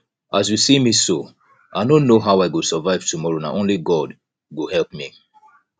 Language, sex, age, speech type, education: Nigerian Pidgin, male, 30-45, spontaneous, tertiary